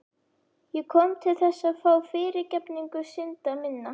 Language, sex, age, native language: Icelandic, female, 11, Icelandic